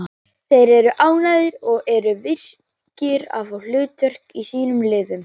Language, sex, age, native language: Icelandic, female, 18-19, Icelandic